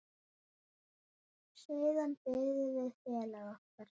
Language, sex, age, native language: Icelandic, male, 9, Icelandic